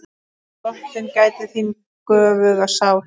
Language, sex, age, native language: Icelandic, female, 10, Icelandic